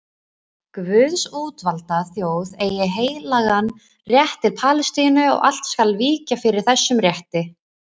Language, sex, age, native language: Icelandic, female, 20-29, Icelandic